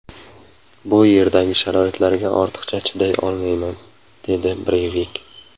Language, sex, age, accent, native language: Uzbek, male, 25-34, Samarqand, Uzbek